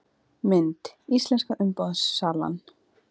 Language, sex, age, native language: Icelandic, female, 20-29, Icelandic